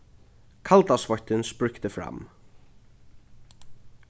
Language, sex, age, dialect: Faroese, male, 15-35, Norðurstreymoy/Eysturoy